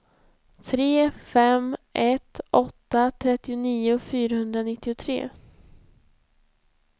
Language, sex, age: Swedish, female, 20